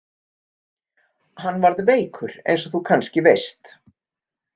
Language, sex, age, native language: Icelandic, female, 50-59, Icelandic